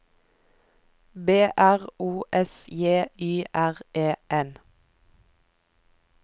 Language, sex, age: Norwegian, female, 24